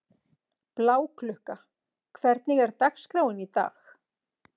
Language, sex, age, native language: Icelandic, female, 40-49, Icelandic